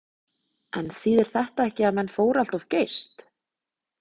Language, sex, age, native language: Icelandic, female, 20-29, Icelandic